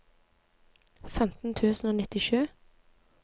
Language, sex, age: Norwegian, female, 23